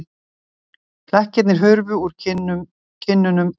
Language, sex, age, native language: Icelandic, female, 60-69, Icelandic